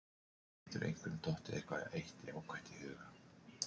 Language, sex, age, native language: Icelandic, male, 40-49, Icelandic